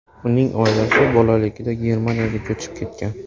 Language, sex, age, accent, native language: Uzbek, male, 18-24, Xorazm, Uzbek